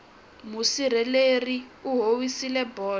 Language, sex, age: Tsonga, female, 20